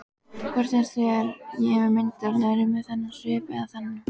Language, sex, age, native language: Icelandic, female, 12, Icelandic